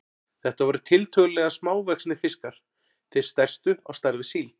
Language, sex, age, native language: Icelandic, male, 40-49, Icelandic